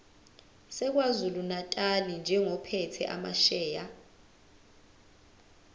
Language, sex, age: Zulu, female, 20